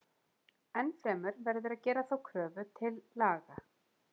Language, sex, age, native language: Icelandic, female, 40-49, Icelandic